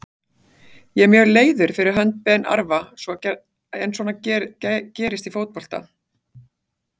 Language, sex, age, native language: Icelandic, female, 40-49, Icelandic